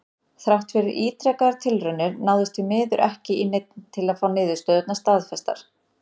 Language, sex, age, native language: Icelandic, female, 30-39, Icelandic